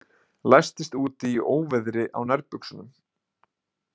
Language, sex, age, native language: Icelandic, male, 20-29, Icelandic